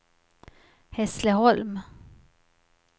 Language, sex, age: Swedish, female, 50